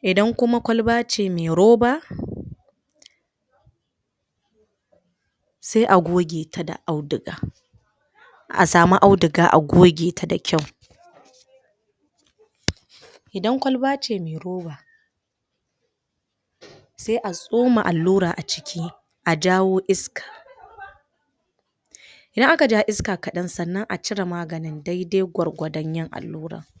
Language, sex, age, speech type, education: Hausa, female, 60+, spontaneous, tertiary